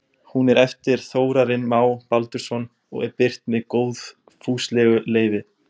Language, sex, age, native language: Icelandic, male, 20-29, Icelandic